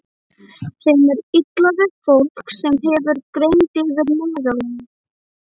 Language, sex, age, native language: Icelandic, female, 11, Icelandic